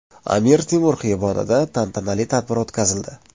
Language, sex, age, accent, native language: Uzbek, male, 25-34, Surxondaryo, Uzbek